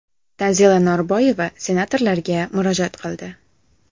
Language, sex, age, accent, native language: Uzbek, female, 18-24, Samarqand, Uzbek